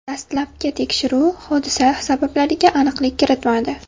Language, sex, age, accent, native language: Uzbek, female, 18-24, Farg'ona, Uzbek